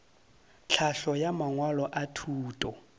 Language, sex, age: Northern Sotho, male, 30